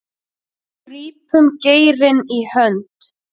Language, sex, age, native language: Icelandic, female, 6, Icelandic